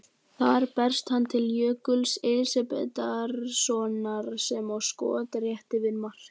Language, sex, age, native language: Icelandic, male, 18-19, Icelandic